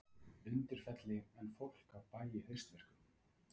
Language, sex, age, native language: Icelandic, male, 30-39, Icelandic